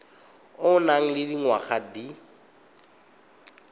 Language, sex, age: Tswana, male, 22